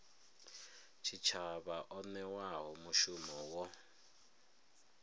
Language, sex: Venda, male